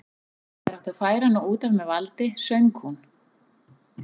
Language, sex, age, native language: Icelandic, female, 40-49, Icelandic